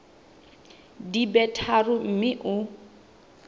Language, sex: Southern Sotho, female